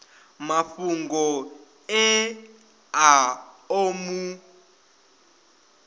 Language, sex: Venda, male